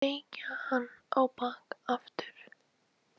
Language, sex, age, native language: Icelandic, female, 18-19, Icelandic